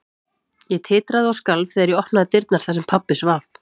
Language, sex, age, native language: Icelandic, female, 30-39, Icelandic